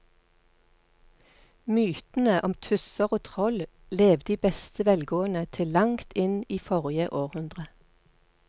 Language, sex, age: Norwegian, female, 48